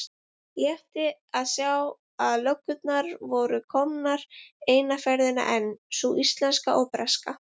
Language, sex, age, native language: Icelandic, female, 20-29, Icelandic